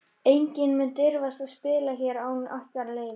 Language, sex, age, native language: Icelandic, female, 13, Icelandic